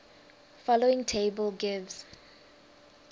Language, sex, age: English, female, 19